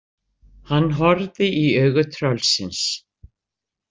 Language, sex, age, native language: Icelandic, female, 60-69, Icelandic